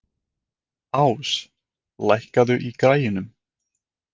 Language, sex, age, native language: Icelandic, male, 20-29, Icelandic